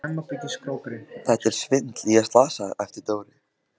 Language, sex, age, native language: Icelandic, male, 15, Icelandic